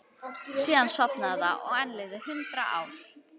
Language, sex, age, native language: Icelandic, female, 11, Icelandic